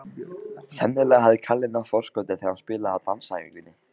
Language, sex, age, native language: Icelandic, male, 15, Icelandic